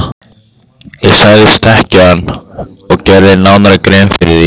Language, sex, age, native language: Icelandic, male, 15, Icelandic